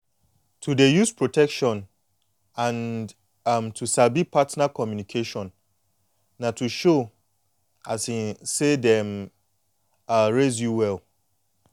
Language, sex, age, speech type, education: Nigerian Pidgin, male, 30-45, spontaneous, tertiary